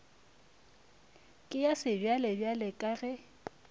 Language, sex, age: Northern Sotho, female, 23